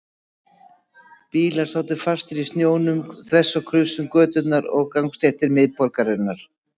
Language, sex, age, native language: Icelandic, female, 60-69, Icelandic